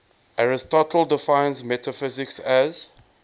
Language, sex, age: English, male, 20